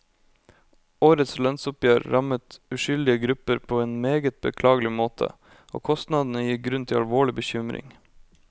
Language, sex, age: Norwegian, male, 25